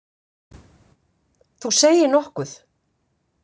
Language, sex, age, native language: Icelandic, female, 50-59, Icelandic